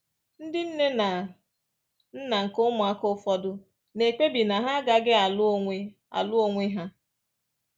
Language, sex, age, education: Igbo, female, 30-45, tertiary